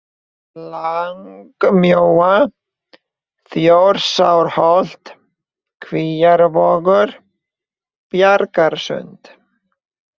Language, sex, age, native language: Icelandic, male, 20-29, Icelandic